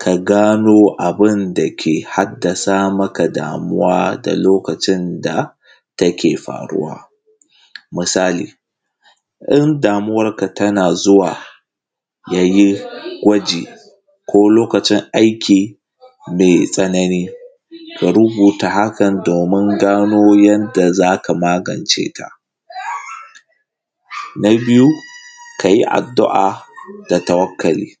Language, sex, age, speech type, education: Hausa, male, 15-29, spontaneous, tertiary